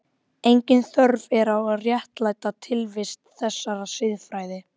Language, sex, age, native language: Icelandic, female, 12, Icelandic